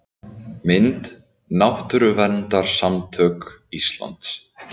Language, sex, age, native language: Icelandic, male, 18-19, Icelandic